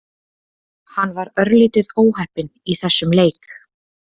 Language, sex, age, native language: Icelandic, female, 20-29, Icelandic